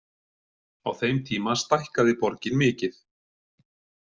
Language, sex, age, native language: Icelandic, male, 40-49, Icelandic